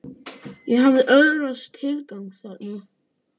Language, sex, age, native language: Icelandic, male, 10, Icelandic